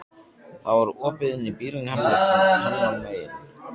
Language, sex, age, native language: Icelandic, male, 14, Icelandic